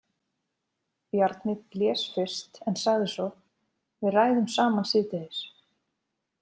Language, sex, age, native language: Icelandic, female, 30-39, Icelandic